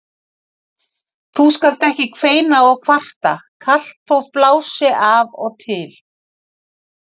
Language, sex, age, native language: Icelandic, female, 50-59, Icelandic